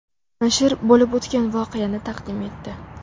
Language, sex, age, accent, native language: Uzbek, female, under 19, Samarqand, Uzbek